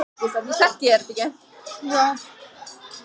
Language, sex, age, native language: Icelandic, other, 18-19, Icelandic